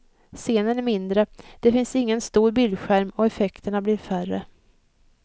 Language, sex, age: Swedish, female, 56